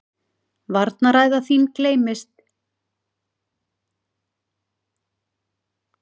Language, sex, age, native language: Icelandic, female, 40-49, Icelandic